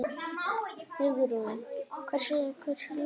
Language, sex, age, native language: Icelandic, male, 9, Icelandic